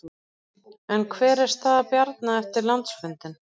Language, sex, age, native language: Icelandic, female, 40-49, Icelandic